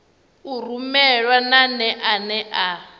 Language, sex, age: Venda, female, 19